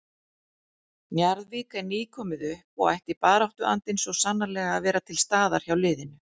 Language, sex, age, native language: Icelandic, female, 40-49, Icelandic